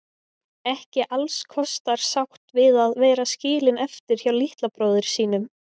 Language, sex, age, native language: Icelandic, female, 20-29, Icelandic